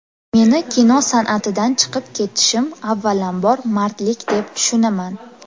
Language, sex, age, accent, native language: Uzbek, female, 18-24, Toshkent shahri, Uzbek